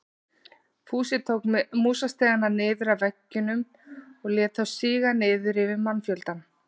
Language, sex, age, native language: Icelandic, female, 40-49, Icelandic